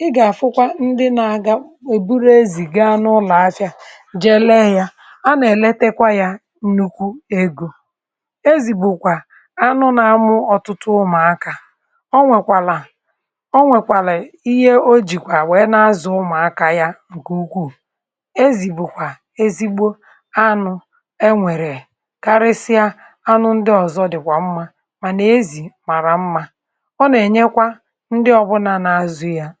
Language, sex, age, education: Igbo, female, 46-60, tertiary